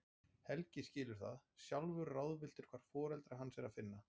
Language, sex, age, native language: Icelandic, male, 40-49, Icelandic